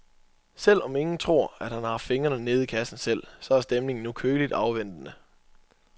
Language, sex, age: Danish, male, 24